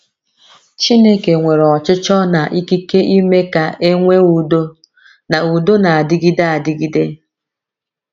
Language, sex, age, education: Igbo, female, 30-45, tertiary